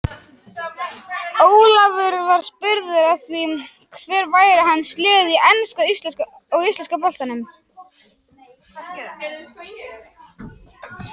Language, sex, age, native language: Icelandic, male, 18-19, Icelandic